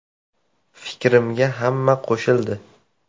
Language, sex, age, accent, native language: Uzbek, male, 18-24, Toshkent viloyati, Uzbek